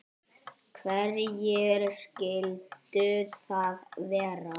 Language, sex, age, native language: Icelandic, male, 10, Icelandic